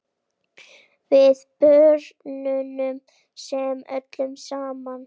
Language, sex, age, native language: Icelandic, female, 9, Icelandic